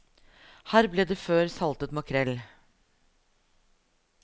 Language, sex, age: Norwegian, female, 42